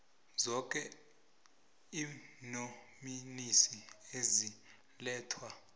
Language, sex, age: South Ndebele, male, 20